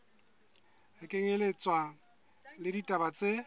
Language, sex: Southern Sotho, male